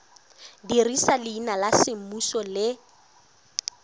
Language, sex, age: Tswana, female, 22